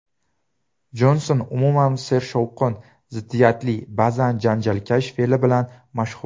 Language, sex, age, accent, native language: Uzbek, male, 19-29, Toshkent viloyati, Uzbek